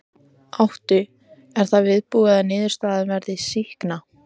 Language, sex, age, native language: Icelandic, female, 14, Icelandic